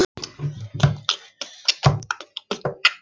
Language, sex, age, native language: Icelandic, other, 11, Icelandic